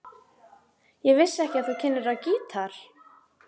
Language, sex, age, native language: Icelandic, female, 12, Icelandic